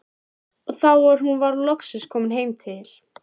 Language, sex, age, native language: Icelandic, female, 13, Icelandic